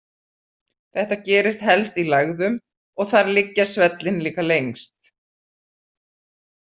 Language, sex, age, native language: Icelandic, female, 40-49, Icelandic